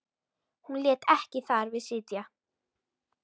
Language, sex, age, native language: Icelandic, female, 13, Icelandic